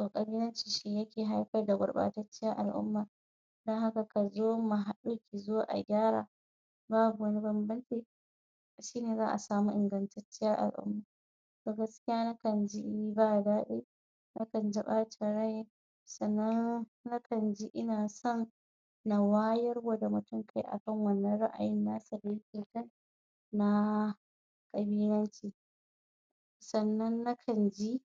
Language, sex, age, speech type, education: Hausa, female, 46-60, spontaneous, tertiary